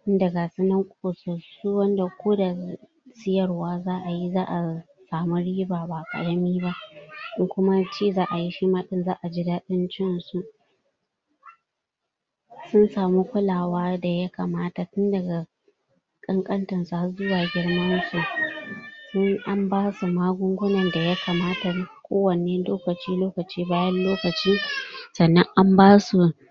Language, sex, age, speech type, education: Hausa, female, 46-60, spontaneous, tertiary